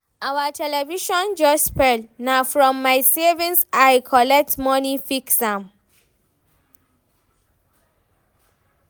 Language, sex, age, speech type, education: Nigerian Pidgin, female, 15-29, read, tertiary